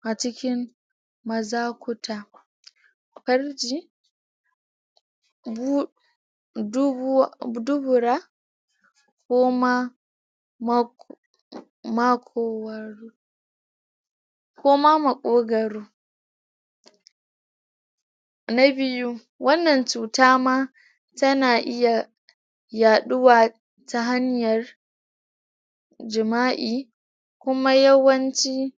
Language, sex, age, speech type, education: Hausa, female, 30-45, spontaneous, tertiary